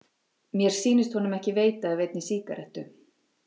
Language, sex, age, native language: Icelandic, female, 40-49, Icelandic